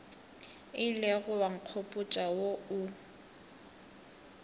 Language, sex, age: Northern Sotho, female, 18